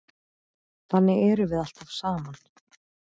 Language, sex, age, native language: Icelandic, female, 9, Icelandic